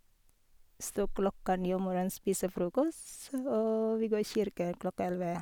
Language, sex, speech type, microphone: Norwegian, female, spontaneous, Sennheiser